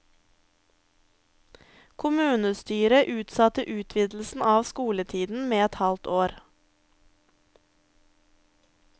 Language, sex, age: Norwegian, female, 23